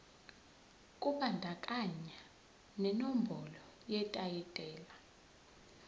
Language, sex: Zulu, female